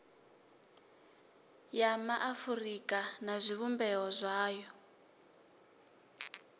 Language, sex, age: Venda, female, 25